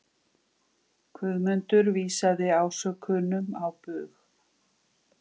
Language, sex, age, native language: Icelandic, female, 50-59, Icelandic